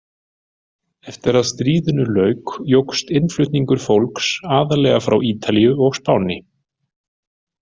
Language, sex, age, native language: Icelandic, male, 40-49, Icelandic